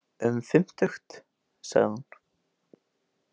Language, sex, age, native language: Icelandic, male, 18-19, Icelandic